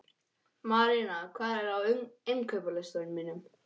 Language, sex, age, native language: Icelandic, male, 11, English